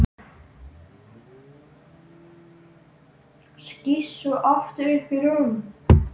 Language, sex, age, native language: Icelandic, male, 12, Icelandic